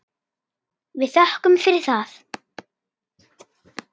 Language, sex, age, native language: Icelandic, female, 10, Icelandic